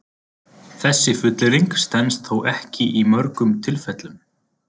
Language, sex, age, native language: Icelandic, male, 20-29, Icelandic